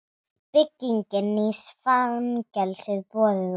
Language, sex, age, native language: Icelandic, female, 30-39, Icelandic